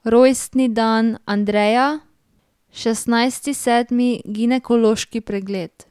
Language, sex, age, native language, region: Slovenian, female, 18-29, Slovenian, Drava region